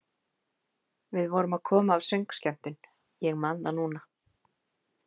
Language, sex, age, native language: Icelandic, female, 30-39, Icelandic